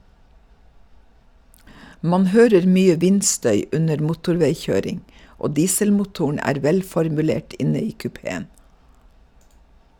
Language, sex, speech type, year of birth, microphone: Norwegian, female, read, 1956, Shure